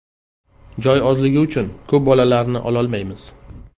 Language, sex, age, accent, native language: Uzbek, male, 35+, Qashqadaryo, Uzbek